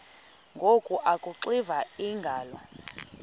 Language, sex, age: Xhosa, female, 31